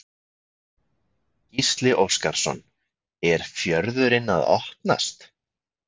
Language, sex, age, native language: Icelandic, male, 20-29, Icelandic